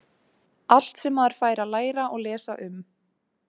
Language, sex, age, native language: Icelandic, female, 18-19, Icelandic